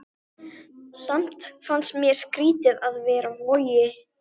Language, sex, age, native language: Icelandic, female, 12, Icelandic